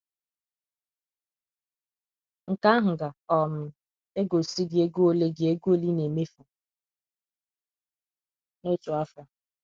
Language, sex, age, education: Igbo, female, 15-29, secondary